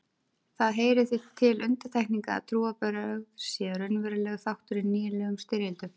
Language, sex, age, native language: Icelandic, female, 30-39, Icelandic